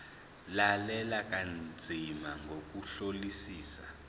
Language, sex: Zulu, male